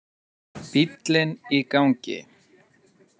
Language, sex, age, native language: Icelandic, male, 30-39, Icelandic